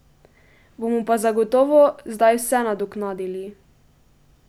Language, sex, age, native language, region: Slovenian, female, 12-17, Slovenian, Pomurje region